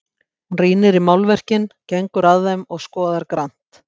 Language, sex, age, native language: Icelandic, female, 60-69, Icelandic